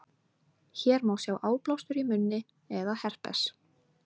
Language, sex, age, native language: Icelandic, female, 18-19, Icelandic